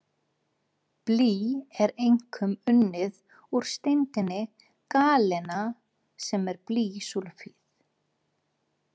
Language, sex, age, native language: Icelandic, female, 40-49, Icelandic